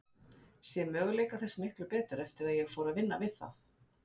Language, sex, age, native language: Icelandic, female, 50-59, Icelandic